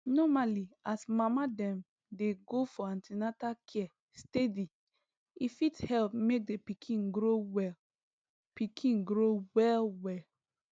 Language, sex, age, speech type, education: Nigerian Pidgin, female, 15-29, spontaneous, tertiary